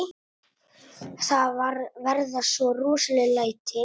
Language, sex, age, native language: Icelandic, male, 8, Italian